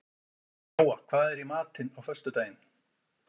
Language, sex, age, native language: Icelandic, male, 40-49, Icelandic